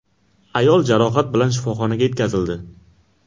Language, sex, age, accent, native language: Uzbek, male, 18-24, Qashqadaryo, Uzbek